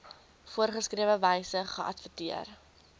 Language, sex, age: Afrikaans, female, 19